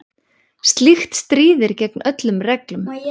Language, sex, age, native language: Icelandic, male, 9, Icelandic